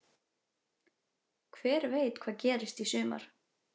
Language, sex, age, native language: Icelandic, female, 20-29, Icelandic